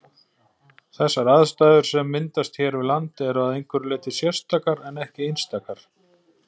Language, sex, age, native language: Icelandic, male, 40-49, Icelandic